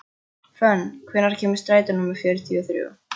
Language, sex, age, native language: Icelandic, female, 14, Icelandic